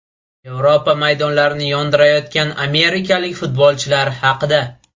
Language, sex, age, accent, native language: Uzbek, male, 18-24, Buxoro, Uzbek